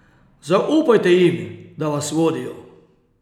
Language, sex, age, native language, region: Slovenian, male, 30-49, Slovenian, Posavska region